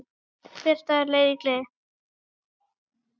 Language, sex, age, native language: Icelandic, male, 9, Icelandic